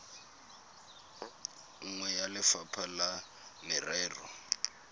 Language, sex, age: Tswana, male, 22